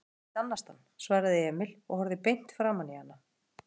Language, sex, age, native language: Icelandic, female, 40-49, Icelandic